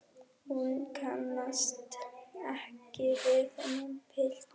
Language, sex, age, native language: Icelandic, female, 11, German